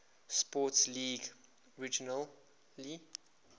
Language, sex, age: English, male, 24